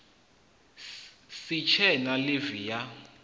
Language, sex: Venda, male